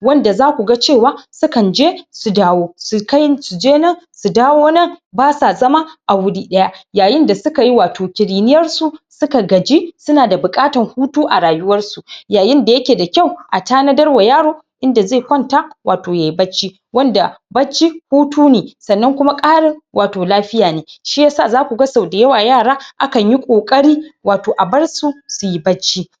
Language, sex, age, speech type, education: Hausa, female, 46-60, spontaneous, tertiary